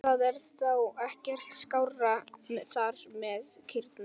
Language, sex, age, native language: Icelandic, male, 11, Icelandic